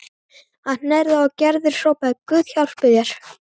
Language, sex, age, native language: Icelandic, male, 12, Icelandic